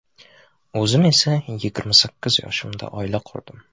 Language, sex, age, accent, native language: Uzbek, male, 18-24, Toshkent shahri, Uzbek